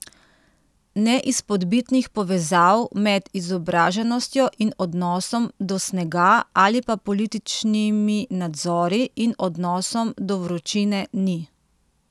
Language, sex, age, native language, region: Slovenian, female, 30-49, Slovenian, Central Slovenia